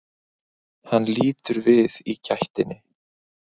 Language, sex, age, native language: Icelandic, male, 20-29, Icelandic